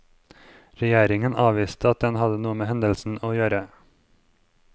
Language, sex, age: Norwegian, male, 23